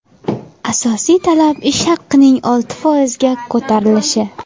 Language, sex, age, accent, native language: Uzbek, female, under 19, Jizzax, Uzbek